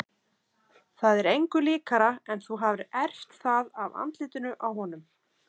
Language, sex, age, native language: Icelandic, female, 30-39, Icelandic